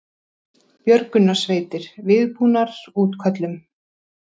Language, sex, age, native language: Icelandic, female, 60-69, Icelandic